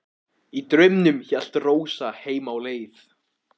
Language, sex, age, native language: Icelandic, male, 14, Icelandic